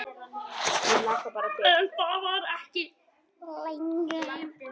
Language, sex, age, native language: Icelandic, male, 10, Icelandic